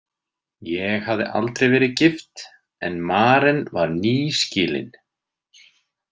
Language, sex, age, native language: Icelandic, male, 30-39, Icelandic